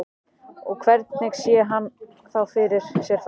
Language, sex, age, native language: Icelandic, male, 14, Icelandic